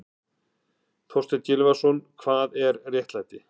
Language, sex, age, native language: Icelandic, male, 50-59, Icelandic